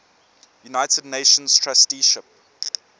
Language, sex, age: English, male, 24